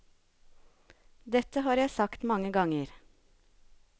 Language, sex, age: Norwegian, female, 36